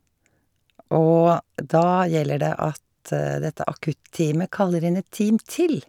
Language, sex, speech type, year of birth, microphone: Norwegian, female, spontaneous, 1951, Shure